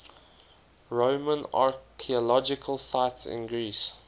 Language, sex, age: English, male, 19